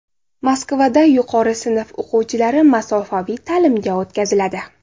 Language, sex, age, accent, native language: Uzbek, female, 18-24, Navoiy, Uzbek